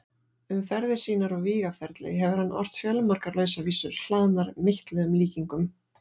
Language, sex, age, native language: Icelandic, female, 40-49, Icelandic